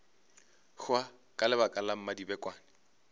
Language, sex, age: Northern Sotho, male, 25